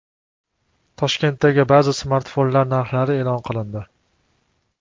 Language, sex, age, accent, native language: Uzbek, male, 25-34, Toshkent shahri, Uzbek